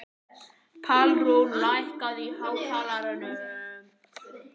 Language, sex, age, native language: Icelandic, male, 11, Icelandic